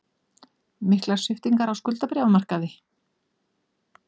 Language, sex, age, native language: Icelandic, female, 40-49, Icelandic